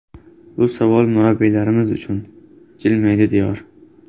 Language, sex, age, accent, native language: Uzbek, male, 18-24, Namangan, Uzbek